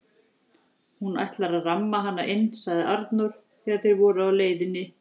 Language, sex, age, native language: Icelandic, female, 40-49, Icelandic